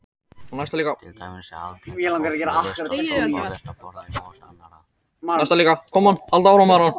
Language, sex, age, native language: Icelandic, male, 18-19, Icelandic